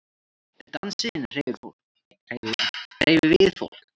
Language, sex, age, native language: Icelandic, female, 9, Icelandic